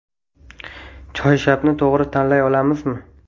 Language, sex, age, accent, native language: Uzbek, male, 18-24, Toshkent viloyati, Uzbek